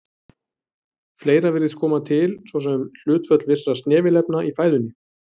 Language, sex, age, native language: Icelandic, male, 30-39, Icelandic